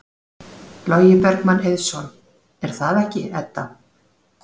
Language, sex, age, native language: Icelandic, female, 40-49, Icelandic